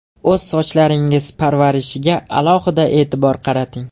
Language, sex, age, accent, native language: Uzbek, male, 18-24, Jizzax, Uzbek